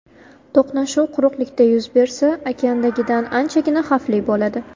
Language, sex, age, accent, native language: Uzbek, female, 19-29, Navoiy, Uzbek